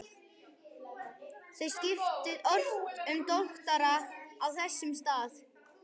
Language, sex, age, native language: Icelandic, male, 11, Icelandic